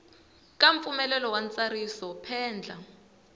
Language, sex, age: Tsonga, female, 20